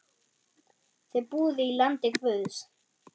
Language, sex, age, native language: Icelandic, female, 9, German